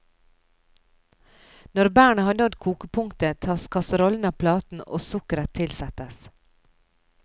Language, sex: Norwegian, female